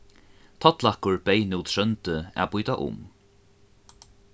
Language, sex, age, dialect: Faroese, male, 15-35, Norðuroyggjar